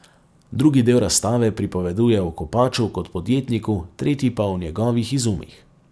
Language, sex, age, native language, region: Slovenian, male, 30-49, Slovenian, Savinja region